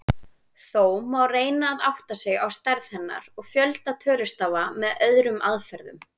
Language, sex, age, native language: Icelandic, female, 20-29, Icelandic